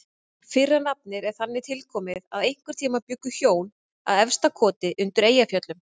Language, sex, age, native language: Icelandic, female, 30-39, Icelandic